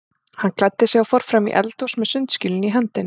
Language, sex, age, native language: Icelandic, female, 40-49, Icelandic